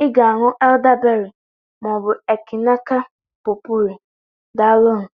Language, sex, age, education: Igbo, female, 30-45, tertiary